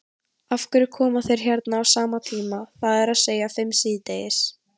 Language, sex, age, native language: Icelandic, female, 18-19, Icelandic